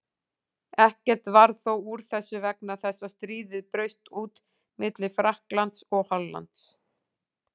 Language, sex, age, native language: Icelandic, female, 40-49, Icelandic